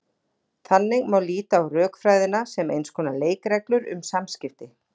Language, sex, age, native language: Icelandic, female, 40-49, Icelandic